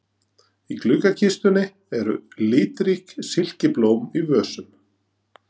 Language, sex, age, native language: Icelandic, male, 40-49, Norwegian